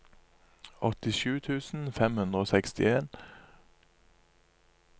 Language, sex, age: Norwegian, male, 27